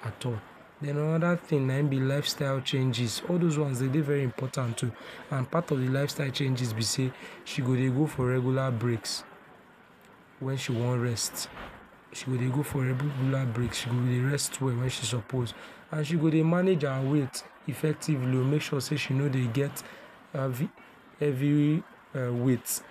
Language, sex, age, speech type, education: Nigerian Pidgin, male, 46-60, spontaneous, tertiary